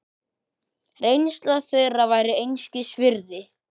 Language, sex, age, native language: Icelandic, male, 10, Icelandic